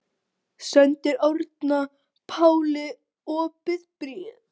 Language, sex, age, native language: Icelandic, female, 40-49, Icelandic